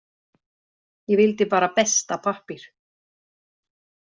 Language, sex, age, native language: Icelandic, female, 60-69, Icelandic